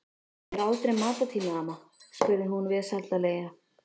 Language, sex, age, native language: Icelandic, female, 13, Icelandic